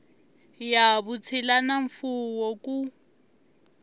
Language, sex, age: Tsonga, female, 23